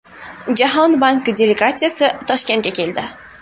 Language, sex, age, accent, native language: Uzbek, female, 18-24, Buxoro, Uzbek